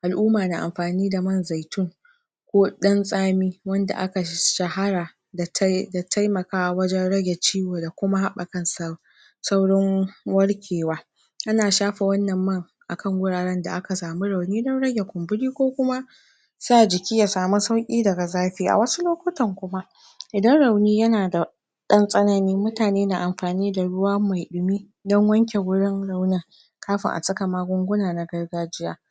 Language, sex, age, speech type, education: Hausa, female, 46-60, spontaneous, primary